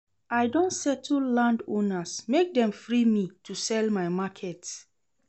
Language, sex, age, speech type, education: Nigerian Pidgin, female, 30-45, read, secondary